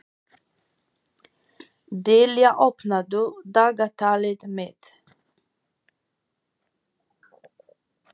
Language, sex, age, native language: Icelandic, female, 40-49, Polish